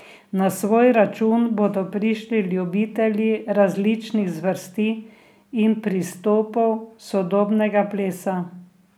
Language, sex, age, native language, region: Slovenian, female, 60+, Slovenian, Drava region